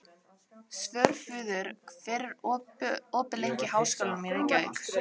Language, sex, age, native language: Icelandic, female, 18-19, Icelandic